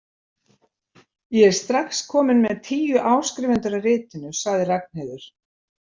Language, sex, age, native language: Icelandic, female, 70-79, Icelandic